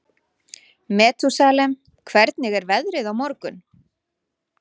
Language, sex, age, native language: Icelandic, female, 40-49, Icelandic